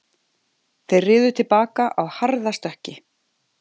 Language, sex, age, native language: Icelandic, female, 50-59, Icelandic